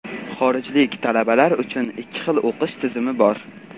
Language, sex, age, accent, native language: Uzbek, male, 18-24, Qashqadaryo, Uzbek